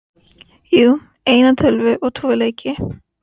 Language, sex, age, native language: Icelandic, female, 15, Icelandic